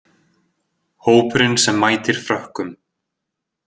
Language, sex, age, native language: Icelandic, male, 20-29, Icelandic